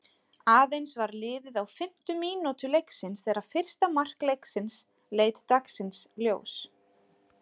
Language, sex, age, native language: Icelandic, female, 30-39, Icelandic